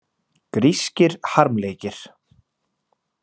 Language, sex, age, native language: Icelandic, male, 20-29, Icelandic